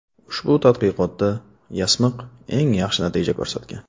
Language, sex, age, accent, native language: Uzbek, male, 25-34, Navoiy, Uzbek